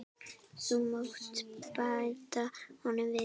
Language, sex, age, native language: Icelandic, female, 9, Icelandic